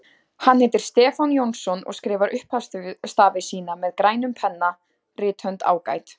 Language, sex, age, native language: Icelandic, female, 20-29, Icelandic